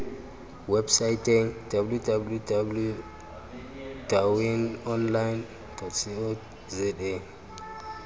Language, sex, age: Tswana, male, 25